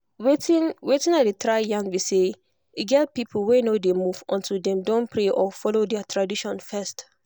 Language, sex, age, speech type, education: Nigerian Pidgin, female, 15-29, spontaneous, tertiary